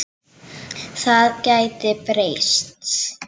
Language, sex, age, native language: Icelandic, female, 7, Icelandic